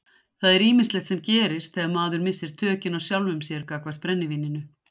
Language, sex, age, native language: Icelandic, female, 60-69, Icelandic